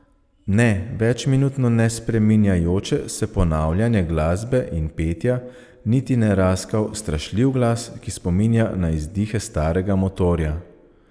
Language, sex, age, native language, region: Slovenian, male, 30-49, Slovenian, Savinja region